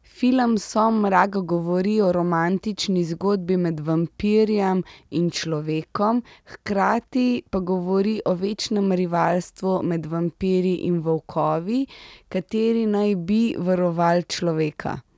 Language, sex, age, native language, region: Slovenian, female, 30-49, Slovenian, Central Slovenia